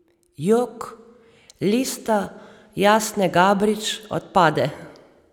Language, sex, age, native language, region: Slovenian, female, 30-49, Slovenian, Savinja region